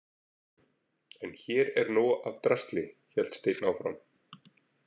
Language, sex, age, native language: Icelandic, male, 40-49, Icelandic